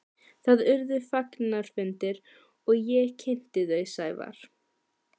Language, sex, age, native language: Icelandic, female, 12, Icelandic